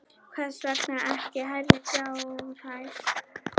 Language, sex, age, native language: Icelandic, female, 10, Icelandic